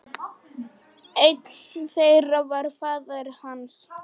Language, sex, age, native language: Icelandic, female, 10, Polish